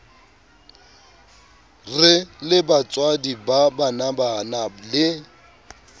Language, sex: Southern Sotho, male